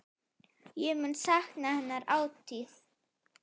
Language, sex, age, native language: Icelandic, female, 9, Icelandic